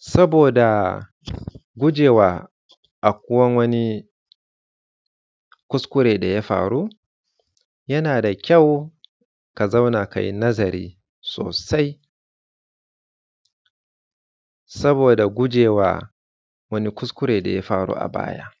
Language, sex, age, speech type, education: Hausa, male, 30-45, spontaneous, secondary